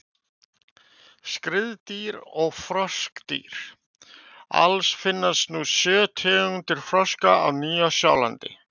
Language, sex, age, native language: Icelandic, male, 50-59, Icelandic